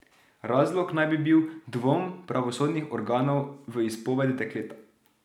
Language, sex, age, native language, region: Slovenian, male, 18-29, Slovenian, Drava region